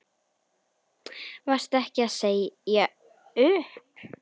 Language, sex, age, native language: Icelandic, female, 10, Icelandic